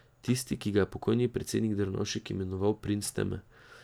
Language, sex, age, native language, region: Slovenian, male, 18-29, Slovenian, Drava region